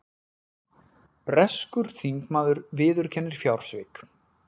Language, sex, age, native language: Icelandic, male, 40-49, Icelandic